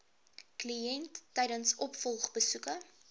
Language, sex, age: Afrikaans, female, 23